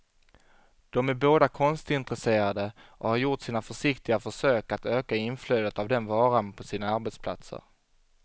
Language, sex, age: Swedish, male, 25